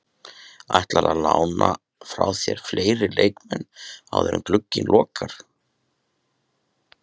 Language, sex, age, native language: Icelandic, male, 30-39, Icelandic